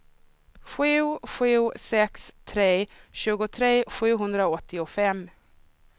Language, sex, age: Swedish, female, 26